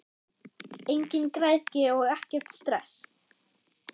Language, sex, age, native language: Icelandic, female, 8, German